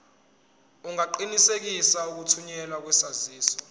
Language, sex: Zulu, male